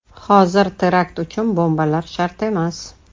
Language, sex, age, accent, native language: Uzbek, female, 35+, Toshkent shahri, Uzbek